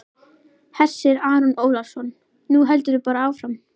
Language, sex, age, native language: Icelandic, female, 11, Icelandic